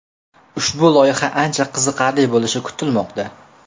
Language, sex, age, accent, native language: Uzbek, male, 18-24, Namangan, Uzbek